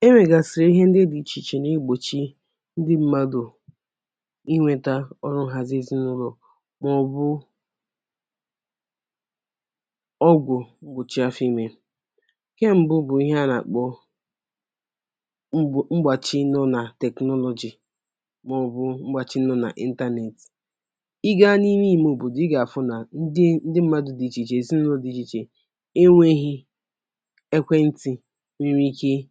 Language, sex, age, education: Igbo, female, 15-29, tertiary